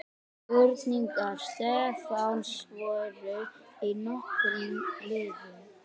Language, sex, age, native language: Icelandic, female, 18-19, Icelandic